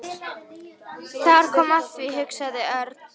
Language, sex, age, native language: Icelandic, female, 13, Icelandic